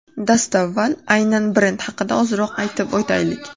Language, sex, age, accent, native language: Uzbek, female, 18-24, Toshkent shahri, Uzbek